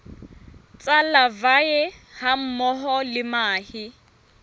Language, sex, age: Southern Sotho, female, 21